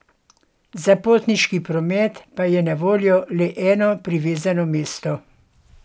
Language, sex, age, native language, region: Slovenian, female, 60+, Slovenian, Gorenjska region